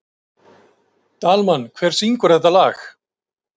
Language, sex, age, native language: Icelandic, male, 50-59, Icelandic